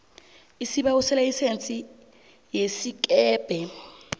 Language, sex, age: South Ndebele, female, 22